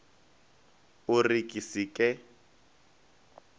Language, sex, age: Northern Sotho, male, 19